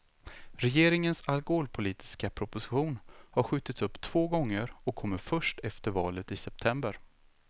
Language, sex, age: Swedish, male, 36